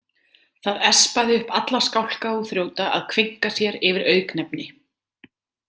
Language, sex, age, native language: Icelandic, female, 30-39, Icelandic